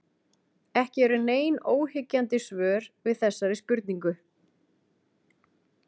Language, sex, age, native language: Icelandic, female, 40-49, Icelandic